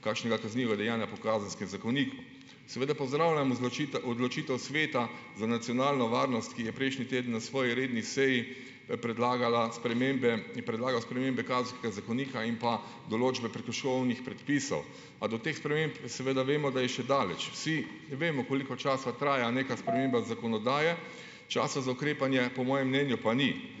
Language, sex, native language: Slovenian, male, Slovenian